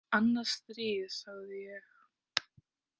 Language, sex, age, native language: Icelandic, female, 18-19, Icelandic